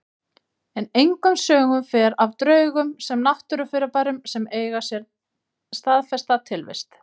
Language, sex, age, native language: Icelandic, female, 30-39, Icelandic